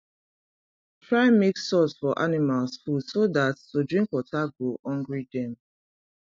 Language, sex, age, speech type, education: Nigerian Pidgin, female, 30-45, spontaneous, tertiary